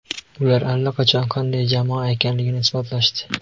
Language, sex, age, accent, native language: Uzbek, male, 18-24, Andijon, Uzbek